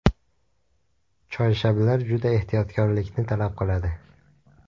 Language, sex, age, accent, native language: Uzbek, male, 18-24, Andijon, Uzbek